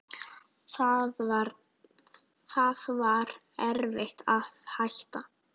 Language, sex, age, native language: Icelandic, female, 9, Icelandic